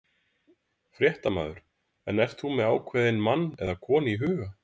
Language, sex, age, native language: Icelandic, male, 30-39, Icelandic